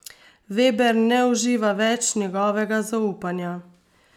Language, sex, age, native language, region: Slovenian, female, 30-49, Slovenian, Savinja region